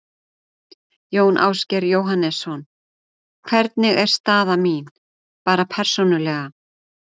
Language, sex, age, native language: Icelandic, female, 40-49, Icelandic